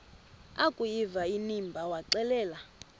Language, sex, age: Xhosa, female, 24